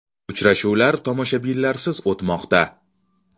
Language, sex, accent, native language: Uzbek, male, Navoiy, Uzbek